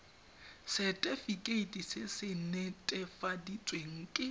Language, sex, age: Tswana, male, 21